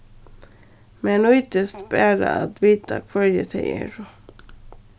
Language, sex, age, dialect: Faroese, female, 15-35, Suðurstreymoy